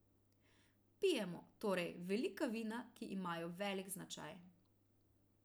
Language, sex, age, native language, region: Slovenian, female, 30-49, Slovenian, Central Slovenia